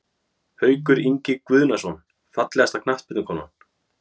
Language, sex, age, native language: Icelandic, male, 30-39, Icelandic